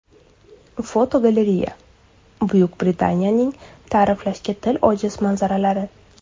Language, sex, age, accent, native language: Uzbek, female, 25-34, Surxondaryo, Uzbek